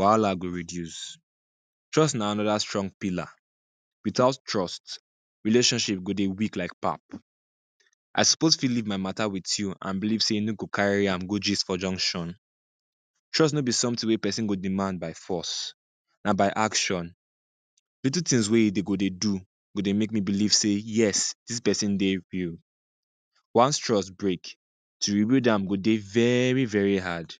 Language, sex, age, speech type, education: Nigerian Pidgin, male, 15-29, spontaneous, secondary